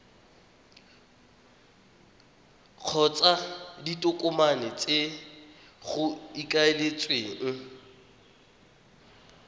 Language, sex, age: Tswana, male, 21